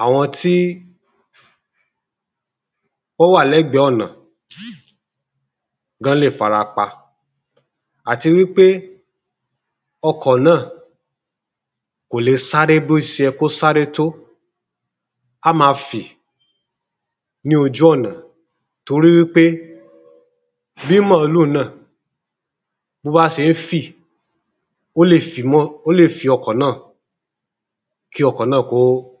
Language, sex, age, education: Yoruba, male, 30-45, tertiary